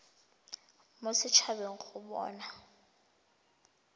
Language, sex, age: Tswana, female, 20